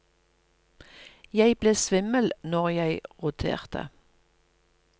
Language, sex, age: Norwegian, female, 57